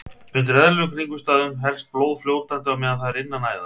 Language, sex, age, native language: Icelandic, male, 30-39, Icelandic